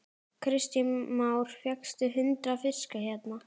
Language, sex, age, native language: Icelandic, female, 12, Icelandic